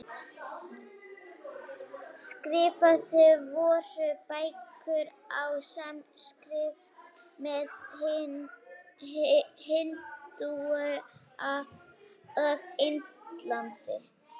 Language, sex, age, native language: Icelandic, female, 18-19, Icelandic